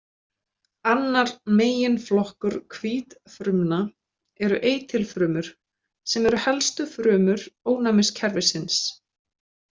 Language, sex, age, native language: Icelandic, female, 20-29, Icelandic